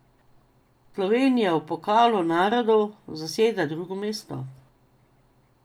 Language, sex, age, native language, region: Slovenian, female, 50-59, Slovenian, Drava region